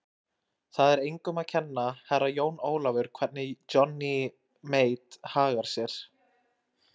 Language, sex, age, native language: Icelandic, male, 20-29, Icelandic